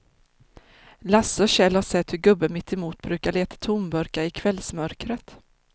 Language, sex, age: Swedish, female, 30